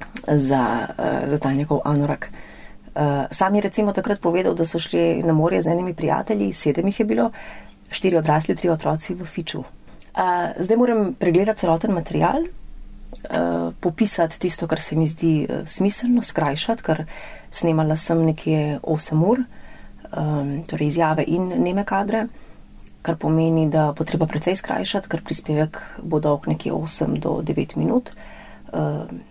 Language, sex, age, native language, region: Slovenian, female, 30-49, Slovenian, Central Slovenia